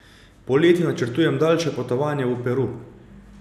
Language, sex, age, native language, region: Slovenian, male, 30-49, Slovenian, Savinja region